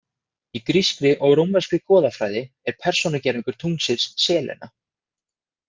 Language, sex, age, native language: Icelandic, male, 20-29, Icelandic